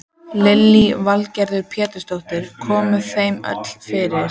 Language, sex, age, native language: Icelandic, female, 14, Icelandic